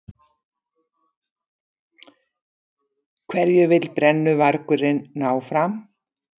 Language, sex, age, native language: Icelandic, female, 70-79, Icelandic